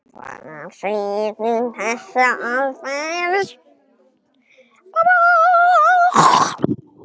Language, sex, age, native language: Icelandic, male, 10, Icelandic